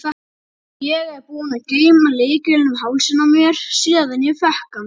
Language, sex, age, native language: Icelandic, female, 30-39, Icelandic